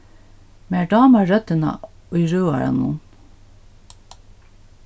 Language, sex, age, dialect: Faroese, female, 61+, Norðurstreymoy/Eysturoy